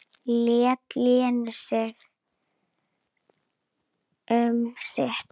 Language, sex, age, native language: Icelandic, female, 9, Icelandic